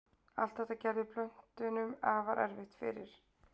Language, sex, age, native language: Icelandic, female, 20-29, Icelandic